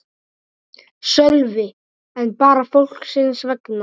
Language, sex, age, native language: Icelandic, male, 9, Icelandic